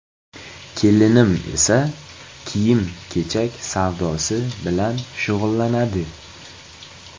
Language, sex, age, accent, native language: Uzbek, male, 18-24, Toshkent viloyati, Uzbek